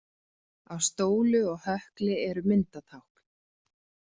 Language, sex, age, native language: Icelandic, female, 40-49, Icelandic